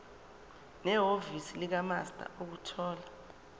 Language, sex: Zulu, female